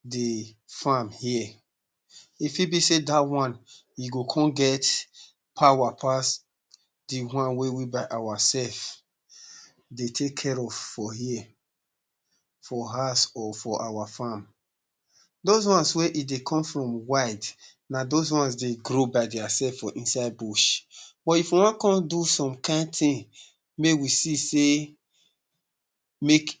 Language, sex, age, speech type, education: Nigerian Pidgin, male, 30-45, spontaneous, tertiary